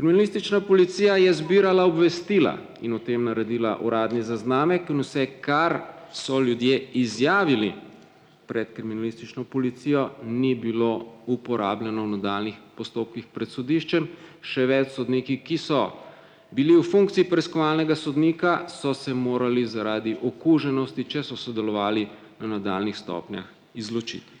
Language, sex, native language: Slovenian, male, Slovenian